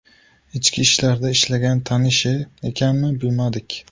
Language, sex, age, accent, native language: Uzbek, male, 25-34, Qashqadaryo, Uzbek